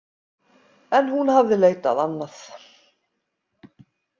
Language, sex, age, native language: Icelandic, female, 50-59, Icelandic